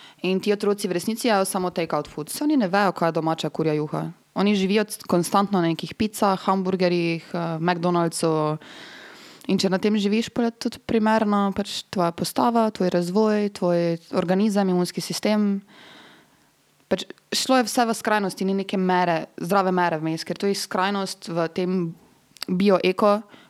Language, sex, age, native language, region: Slovenian, female, 18-29, Serbian, Drava region